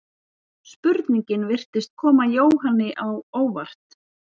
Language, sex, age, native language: Icelandic, female, 40-49, Icelandic